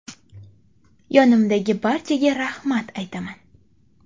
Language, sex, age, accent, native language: Uzbek, female, 25-34, Qashqadaryo, Uzbek